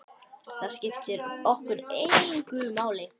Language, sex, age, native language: Icelandic, male, 10, Icelandic